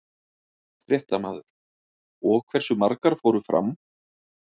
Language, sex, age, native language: Icelandic, male, 30-39, Icelandic